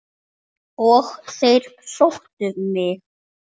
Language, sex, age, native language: Icelandic, male, 8, Icelandic